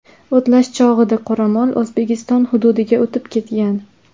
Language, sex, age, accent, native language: Uzbek, female, under 19, Andijon, Uzbek